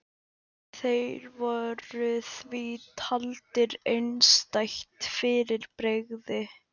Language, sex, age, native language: Icelandic, male, 11, Icelandic